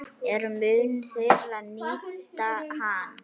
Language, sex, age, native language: Icelandic, female, 9, Icelandic